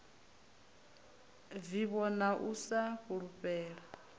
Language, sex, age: Venda, female, 33